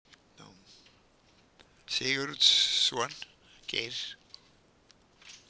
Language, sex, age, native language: Icelandic, male, 70-79, Icelandic